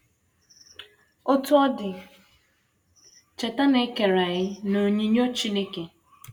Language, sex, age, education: Igbo, female, 15-29, tertiary